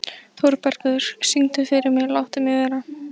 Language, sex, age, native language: Icelandic, female, 14, Icelandic